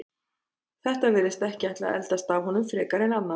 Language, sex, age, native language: Icelandic, female, 30-39, Icelandic